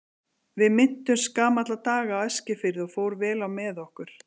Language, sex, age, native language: Icelandic, female, 40-49, Icelandic